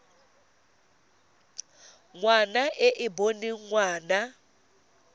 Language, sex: Tswana, female